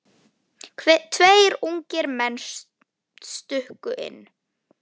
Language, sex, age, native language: Icelandic, female, 9, Icelandic